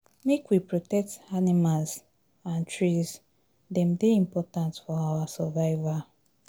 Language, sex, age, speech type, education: Nigerian Pidgin, female, 30-45, spontaneous, tertiary